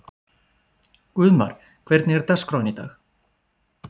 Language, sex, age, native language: Icelandic, male, 40-49, Icelandic